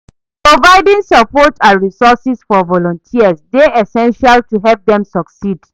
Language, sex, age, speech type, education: Nigerian Pidgin, female, 30-45, read, tertiary